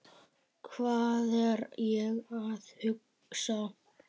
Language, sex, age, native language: Icelandic, male, 7, Icelandic